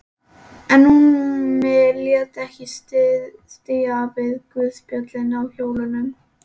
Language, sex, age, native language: Icelandic, female, 11, Icelandic